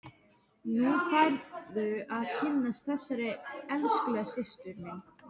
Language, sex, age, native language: Icelandic, female, 12, Icelandic